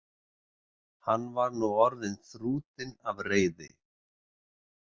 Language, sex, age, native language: Icelandic, male, 60-69, Icelandic